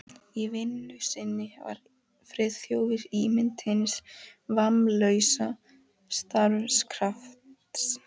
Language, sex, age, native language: Icelandic, female, 11, Icelandic